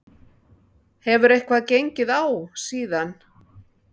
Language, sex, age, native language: Icelandic, female, 60-69, Icelandic